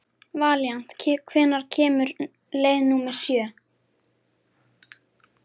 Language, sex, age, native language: Icelandic, female, 13, Icelandic